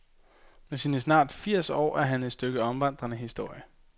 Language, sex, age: Danish, male, 22